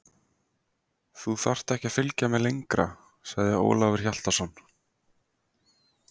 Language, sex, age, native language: Icelandic, male, 20-29, Icelandic